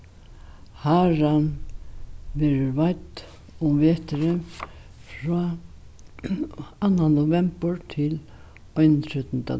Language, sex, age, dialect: Faroese, female, 61+, Norðurstreymoy/Eysturoy